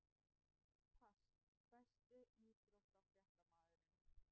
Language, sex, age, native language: Icelandic, female, 20-29, Icelandic